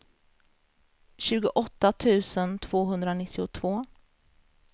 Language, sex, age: Swedish, female, 33